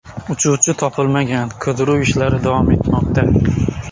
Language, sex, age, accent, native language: Uzbek, male, 18-24, Xorazm, Uzbek